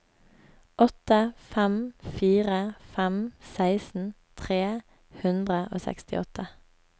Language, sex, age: Norwegian, female, 24